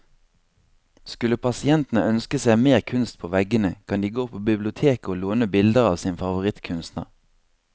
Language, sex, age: Norwegian, male, 26